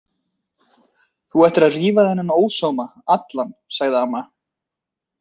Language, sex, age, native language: Icelandic, male, 20-29, Icelandic